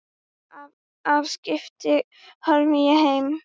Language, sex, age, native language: Icelandic, female, 10, Icelandic